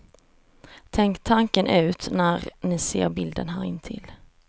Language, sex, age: Swedish, female, 34